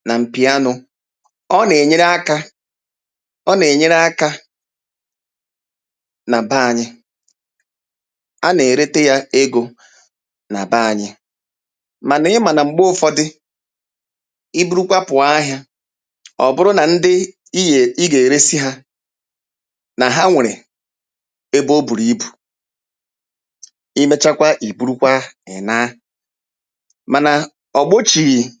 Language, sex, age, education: Igbo, male, 30-45, tertiary